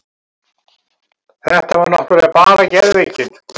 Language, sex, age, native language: Icelandic, male, 70-79, Icelandic